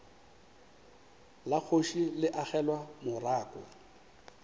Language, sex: Northern Sotho, male